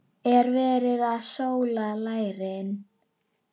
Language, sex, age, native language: Icelandic, female, 9, Icelandic